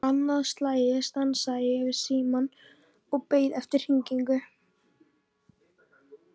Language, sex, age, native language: Icelandic, female, 14, Icelandic